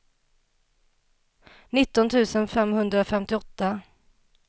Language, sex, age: Swedish, female, 27